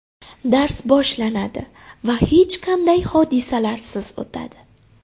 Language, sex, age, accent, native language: Uzbek, female, 18-24, Xorazm, Uzbek